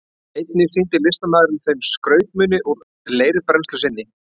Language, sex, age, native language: Icelandic, male, 40-49, Icelandic